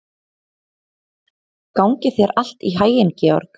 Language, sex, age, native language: Icelandic, female, 20-29, Icelandic